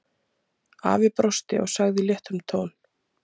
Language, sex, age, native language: Icelandic, female, 30-39, Icelandic